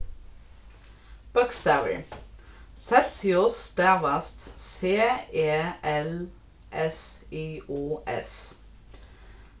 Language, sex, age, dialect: Faroese, female, 15-35, Norðurstreymoy/Eysturoy